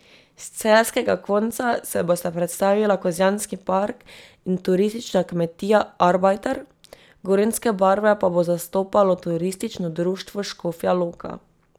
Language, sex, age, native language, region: Slovenian, female, 18-29, Slovenian, Drava region